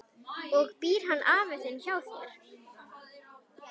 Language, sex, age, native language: Icelandic, female, 11, Icelandic